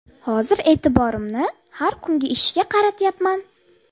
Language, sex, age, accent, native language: Uzbek, female, 30-39, Buxoro, Uzbek